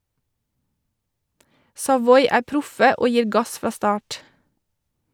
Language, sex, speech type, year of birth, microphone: Norwegian, female, read, 1986, Shure